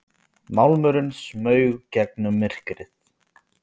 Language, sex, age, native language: Icelandic, male, 20-29, Icelandic